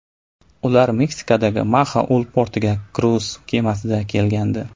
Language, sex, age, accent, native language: Uzbek, male, 18-24, Navoiy, Uzbek